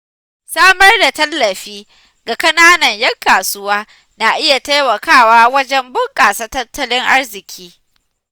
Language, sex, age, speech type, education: Hausa, female, 15-29, spontaneous, tertiary